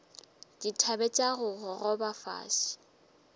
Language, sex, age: Northern Sotho, female, 23